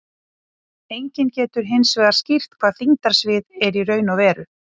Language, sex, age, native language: Icelandic, female, 40-49, Icelandic